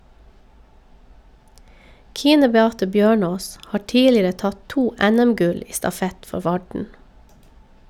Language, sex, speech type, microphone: Norwegian, female, read, Shure